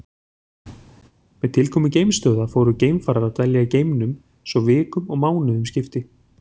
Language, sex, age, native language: Icelandic, male, 40-49, Icelandic